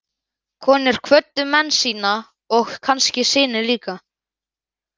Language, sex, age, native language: Icelandic, male, 11, Icelandic